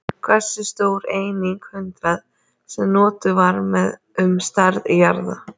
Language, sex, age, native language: Icelandic, female, 30-39, Icelandic